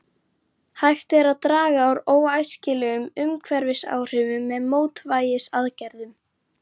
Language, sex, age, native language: Icelandic, female, 11, Icelandic